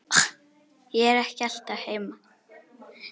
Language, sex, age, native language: Icelandic, female, 10, Icelandic